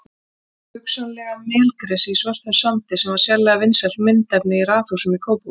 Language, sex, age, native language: Icelandic, female, 40-49, Icelandic